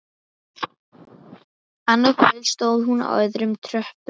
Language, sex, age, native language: Icelandic, female, 11, Icelandic